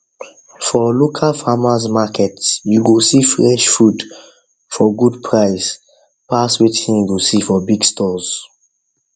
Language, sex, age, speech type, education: Nigerian Pidgin, male, 15-29, spontaneous, tertiary